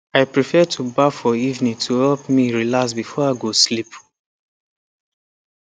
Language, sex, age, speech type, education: Nigerian Pidgin, male, 15-29, spontaneous, tertiary